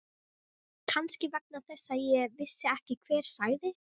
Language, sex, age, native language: Icelandic, female, 13, Icelandic